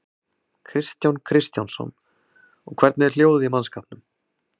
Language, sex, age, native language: Icelandic, male, 30-39, Icelandic